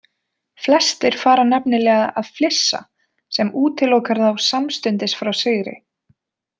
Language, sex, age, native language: Icelandic, female, 20-29, Icelandic